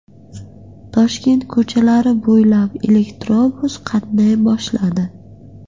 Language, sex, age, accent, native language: Uzbek, female, 18-24, Qashqadaryo, Uzbek